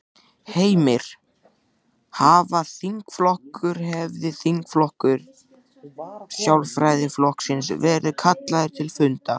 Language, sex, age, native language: Icelandic, male, 14, Icelandic